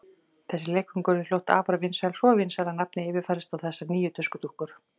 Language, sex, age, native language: Icelandic, female, 40-49, Icelandic